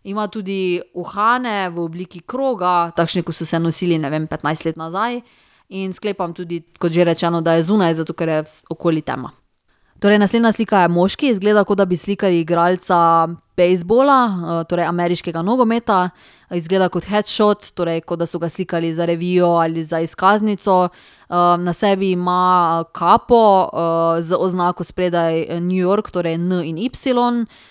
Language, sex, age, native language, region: Slovenian, female, 30-49, Slovenian, Drava region